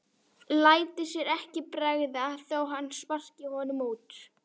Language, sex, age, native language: Icelandic, female, 11, Icelandic